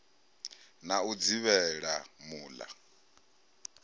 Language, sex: Venda, male